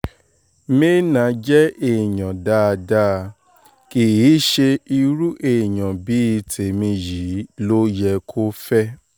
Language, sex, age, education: Yoruba, male, 15-29, tertiary